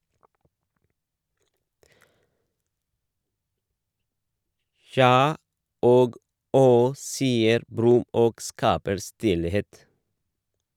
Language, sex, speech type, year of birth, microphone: Norwegian, male, read, 1978, Shure